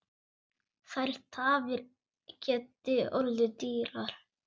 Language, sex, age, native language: Icelandic, male, 9, Icelandic